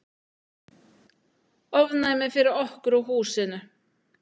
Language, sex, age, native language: Icelandic, female, 9, Icelandic